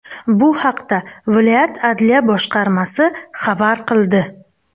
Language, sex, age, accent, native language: Uzbek, female, 25-34, Buxoro, Uzbek